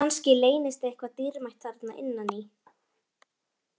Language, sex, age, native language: Icelandic, female, 18-19, Icelandic